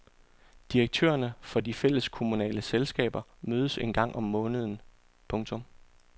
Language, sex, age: Danish, male, 34